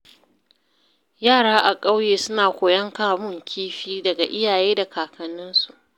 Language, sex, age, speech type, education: Hausa, female, 30-45, read, secondary